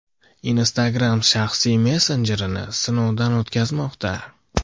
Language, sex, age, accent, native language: Uzbek, male, 18-24, Andijon, Uzbek